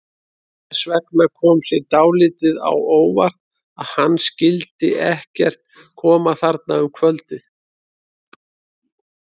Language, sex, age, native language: Icelandic, male, 30-39, Icelandic